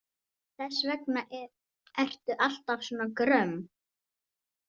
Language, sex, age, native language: Icelandic, female, 18-19, Icelandic